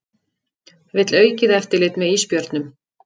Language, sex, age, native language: Icelandic, female, 50-59, Icelandic